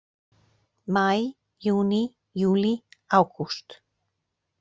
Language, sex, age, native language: Icelandic, female, 40-49, Icelandic